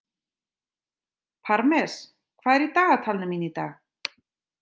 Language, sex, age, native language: Icelandic, female, 30-39, Icelandic